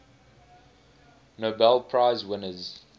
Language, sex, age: English, male, 20